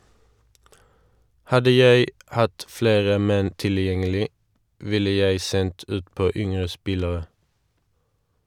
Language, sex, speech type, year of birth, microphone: Norwegian, male, read, 1981, Shure